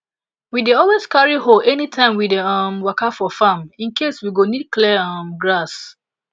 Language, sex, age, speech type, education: Nigerian Pidgin, female, 15-29, spontaneous, tertiary